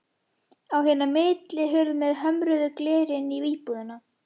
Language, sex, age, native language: Icelandic, female, 11, Icelandic